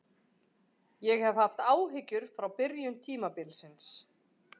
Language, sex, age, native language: Icelandic, female, 40-49, Icelandic